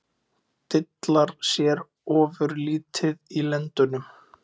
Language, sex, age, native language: Icelandic, male, 20-29, Icelandic